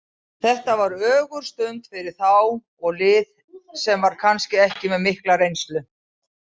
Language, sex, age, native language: Icelandic, female, 60-69, Icelandic